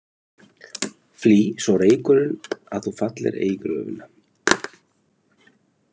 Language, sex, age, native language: Icelandic, male, 30-39, Icelandic